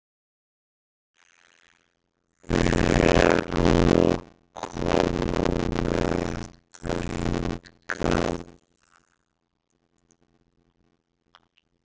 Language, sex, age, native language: Icelandic, male, 60-69, Icelandic